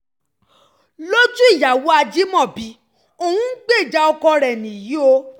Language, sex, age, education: Yoruba, female, 15-29, tertiary